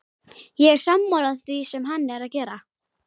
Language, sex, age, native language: Icelandic, female, 18-19, Icelandic